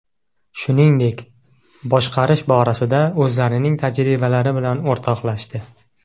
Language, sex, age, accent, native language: Uzbek, male, 18-24, Qashqadaryo, Uzbek